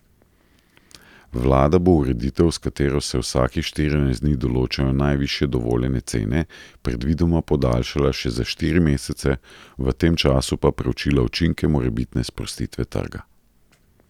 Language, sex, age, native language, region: Slovenian, male, 30-49, Slovenian, Central Slovenia